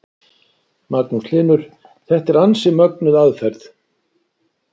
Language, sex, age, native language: Icelandic, male, 60-69, Icelandic